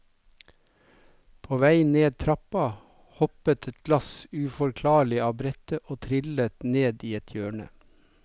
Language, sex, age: Norwegian, male, 57